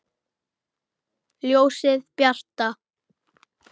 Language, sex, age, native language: Icelandic, male, 8, Icelandic